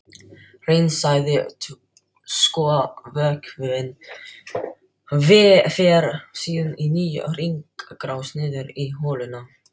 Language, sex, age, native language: Icelandic, male, 12, Filipino